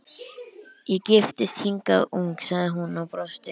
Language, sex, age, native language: Icelandic, male, 11, Icelandic